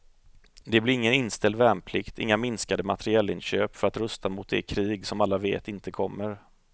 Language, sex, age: Swedish, male, 30